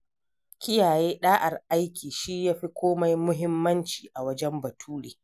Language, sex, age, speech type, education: Hausa, female, 60+, read, primary